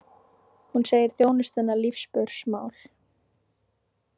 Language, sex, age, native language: Icelandic, female, 18-19, Icelandic